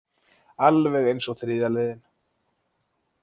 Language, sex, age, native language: Icelandic, male, 20-29, Icelandic